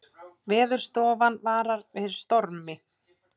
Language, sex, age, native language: Icelandic, male, 20-29, Icelandic